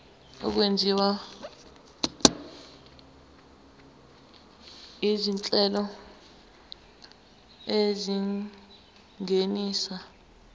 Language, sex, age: Zulu, female, 19